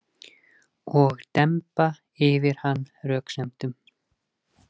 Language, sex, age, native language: Icelandic, male, 20-29, Icelandic